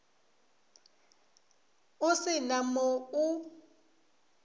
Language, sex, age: Northern Sotho, female, 24